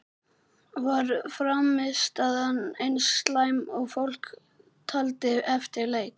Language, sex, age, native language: Icelandic, male, 11, Icelandic